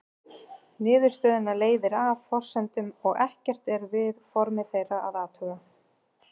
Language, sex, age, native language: Icelandic, female, 30-39, Icelandic